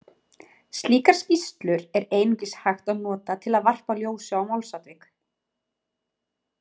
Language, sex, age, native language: Icelandic, female, 30-39, Icelandic